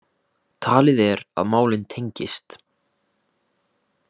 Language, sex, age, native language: Icelandic, male, 18-19, Icelandic